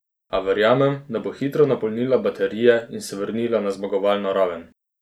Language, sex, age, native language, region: Slovenian, male, 30-49, Slovenian, Posavska region